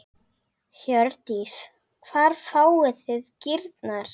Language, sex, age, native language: Icelandic, female, 9, Icelandic